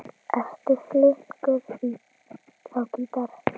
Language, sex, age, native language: Icelandic, female, 10, Icelandic